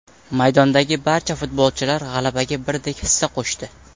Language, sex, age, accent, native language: Uzbek, male, 18-24, Samarqand, Uzbek